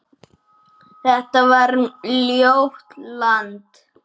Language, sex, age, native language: Icelandic, male, 9, Icelandic